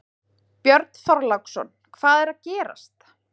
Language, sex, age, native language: Icelandic, female, 30-39, Icelandic